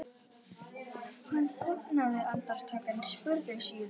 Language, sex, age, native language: Icelandic, male, 11, Icelandic